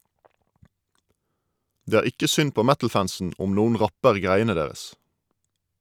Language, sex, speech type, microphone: Norwegian, male, read, Shure